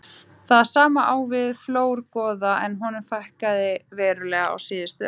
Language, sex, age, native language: Icelandic, female, 30-39, Icelandic